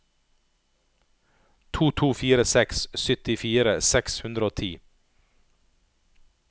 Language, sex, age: Norwegian, male, 39